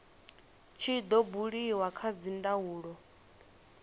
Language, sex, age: Venda, female, 22